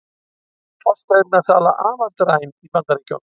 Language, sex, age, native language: Icelandic, male, 60-69, Icelandic